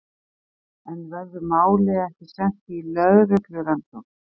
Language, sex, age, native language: Icelandic, female, 50-59, Icelandic